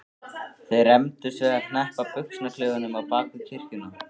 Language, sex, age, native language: Icelandic, male, 13, Icelandic